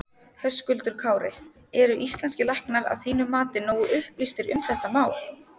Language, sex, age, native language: Icelandic, female, 30-39, Icelandic